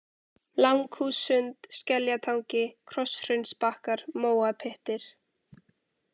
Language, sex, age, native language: Icelandic, female, 18-19, Icelandic